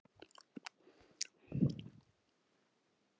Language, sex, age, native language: Icelandic, male, 9, Icelandic